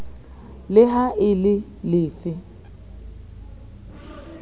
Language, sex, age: Southern Sotho, female, 30